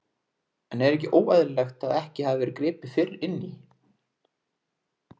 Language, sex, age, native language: Icelandic, male, 20-29, Icelandic